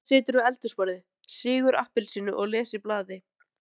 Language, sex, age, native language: Icelandic, female, 13, Icelandic